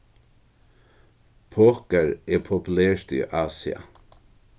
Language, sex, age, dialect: Faroese, male, 61+, Norðurstreymoy/Eysturoy